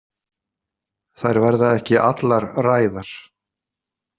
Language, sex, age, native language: Icelandic, male, 50-59, Icelandic